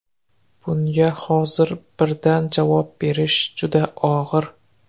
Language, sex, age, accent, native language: Uzbek, male, 25-34, Qoraqalpog'iston, Uzbek